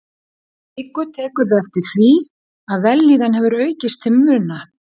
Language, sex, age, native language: Icelandic, female, 60-69, Icelandic